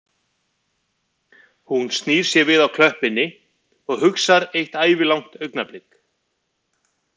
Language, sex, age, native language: Icelandic, male, 50-59, Icelandic